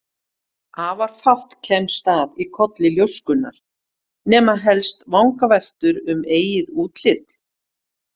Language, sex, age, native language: Icelandic, female, 50-59, Icelandic